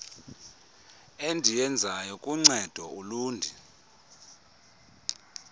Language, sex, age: Xhosa, male, 30